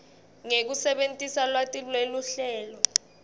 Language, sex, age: Swati, female, 18